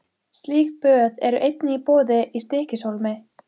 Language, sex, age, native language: Icelandic, female, 15, Icelandic